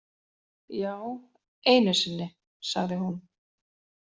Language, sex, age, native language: Icelandic, female, 40-49, Icelandic